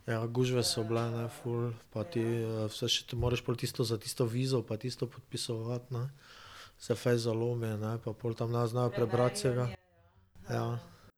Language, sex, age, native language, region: Slovenian, male, 30-49, Slovenian, Drava region